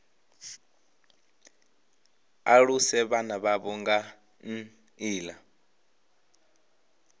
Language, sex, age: Venda, male, 25